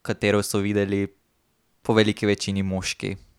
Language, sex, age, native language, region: Slovenian, male, 18-29, Slovenian, Drava region